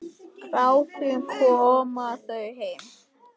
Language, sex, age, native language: Icelandic, male, 10, Icelandic